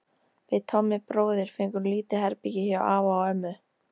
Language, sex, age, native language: Icelandic, female, 13, Icelandic